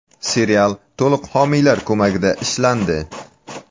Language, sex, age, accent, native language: Uzbek, male, 18-24, Samarqand, Uzbek